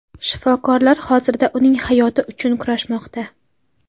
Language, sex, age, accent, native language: Uzbek, female, 18-24, Qashqadaryo, Uzbek